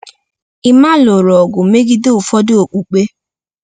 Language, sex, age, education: Igbo, female, 15-29, tertiary